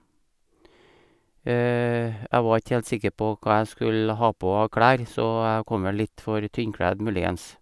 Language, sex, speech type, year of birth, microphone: Norwegian, male, spontaneous, 1956, Sennheiser